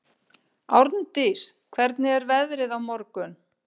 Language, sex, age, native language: Icelandic, female, 50-59, Icelandic